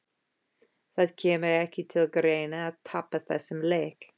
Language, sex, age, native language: Icelandic, female, 50-59, English